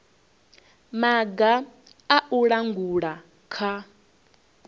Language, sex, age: Venda, female, 21